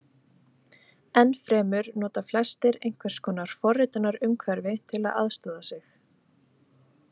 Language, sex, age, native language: Icelandic, female, 20-29, Icelandic